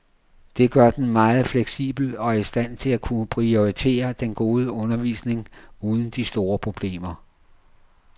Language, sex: Danish, male